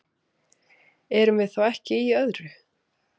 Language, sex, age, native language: Icelandic, female, 20-29, Icelandic